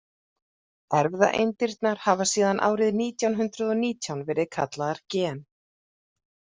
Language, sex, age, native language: Icelandic, female, 40-49, Icelandic